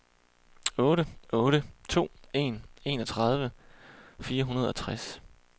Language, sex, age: Danish, male, 28